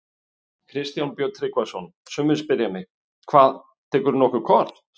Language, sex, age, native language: Icelandic, male, 50-59, Icelandic